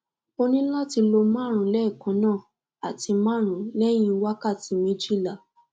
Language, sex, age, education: Yoruba, female, 15-29, tertiary